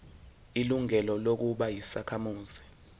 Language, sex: Zulu, male